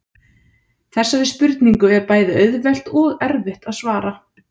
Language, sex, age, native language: Icelandic, female, 30-39, Icelandic